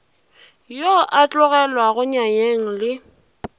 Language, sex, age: Northern Sotho, female, 20